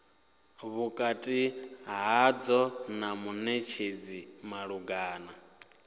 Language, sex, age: Venda, male, 28